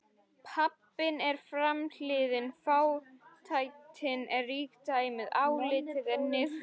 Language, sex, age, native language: Icelandic, female, 13, Icelandic